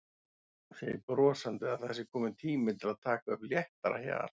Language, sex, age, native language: Icelandic, male, 40-49, Icelandic